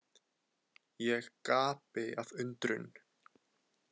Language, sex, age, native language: Icelandic, male, 20-29, Icelandic